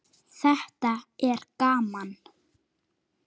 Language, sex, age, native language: Icelandic, female, 9, Icelandic